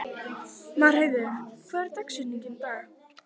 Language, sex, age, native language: Icelandic, female, 18-19, Icelandic